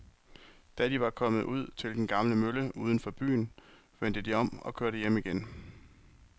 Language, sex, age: Danish, male, 23